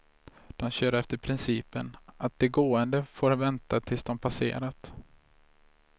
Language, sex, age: Swedish, male, 26